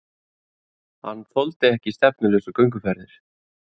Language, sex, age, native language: Icelandic, male, 30-39, Icelandic